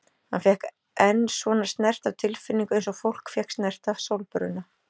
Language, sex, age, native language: Icelandic, female, 40-49, Icelandic